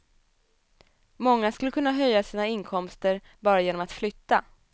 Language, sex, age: Swedish, female, 27